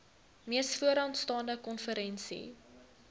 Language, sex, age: Afrikaans, female, 22